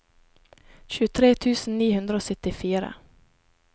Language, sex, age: Norwegian, female, 28